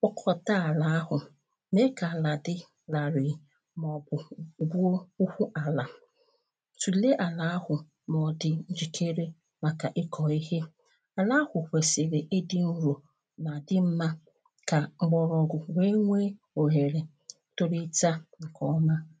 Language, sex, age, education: Igbo, female, 30-45, primary